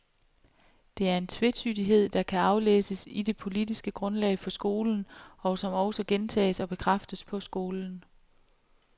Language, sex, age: Danish, female, 28